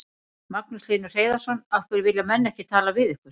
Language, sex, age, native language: Icelandic, female, 40-49, Icelandic